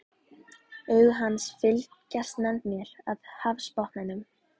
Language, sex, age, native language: Icelandic, female, 11, Icelandic